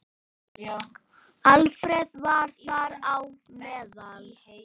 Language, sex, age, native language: Icelandic, female, 9, Icelandic